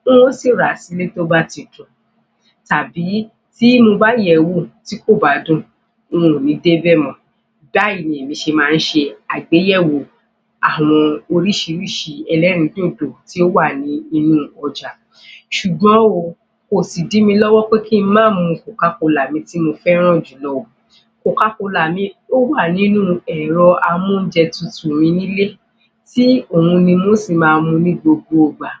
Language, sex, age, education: Yoruba, female, 15-29, tertiary